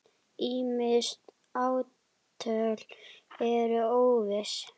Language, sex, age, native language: Icelandic, female, 9, Icelandic